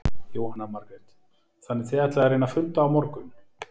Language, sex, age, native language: Icelandic, male, 40-49, Icelandic